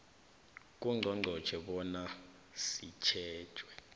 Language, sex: South Ndebele, male